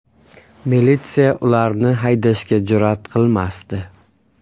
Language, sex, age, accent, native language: Uzbek, male, 25-34, Qashqadaryo, Uzbek